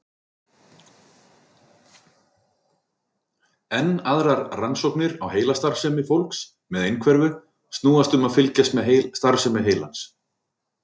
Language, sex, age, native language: Icelandic, male, 40-49, Icelandic